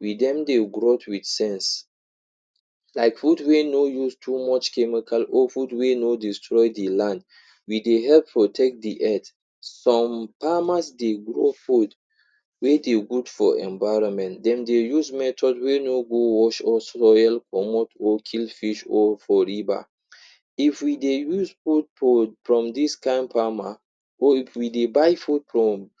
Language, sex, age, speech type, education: Nigerian Pidgin, male, 46-60, spontaneous, tertiary